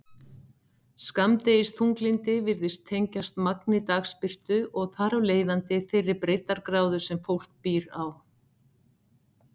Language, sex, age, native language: Icelandic, female, 60-69, Icelandic